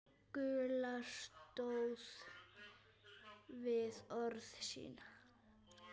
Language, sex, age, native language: Icelandic, female, 9, Icelandic